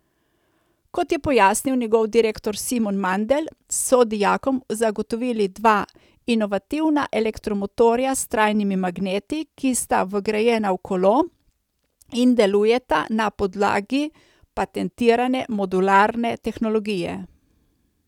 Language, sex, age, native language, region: Slovenian, female, 30-49, Slovenian, Coastal Karst region